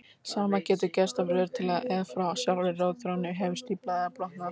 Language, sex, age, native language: Icelandic, female, 18-19, Icelandic